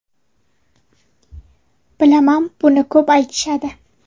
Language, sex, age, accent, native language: Uzbek, female, 12-17, Navoiy, Uzbek